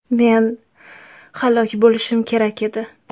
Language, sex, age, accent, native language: Uzbek, female, 18-24, Toshkent shahri, Uzbek